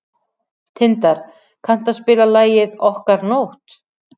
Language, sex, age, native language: Icelandic, female, 40-49, Icelandic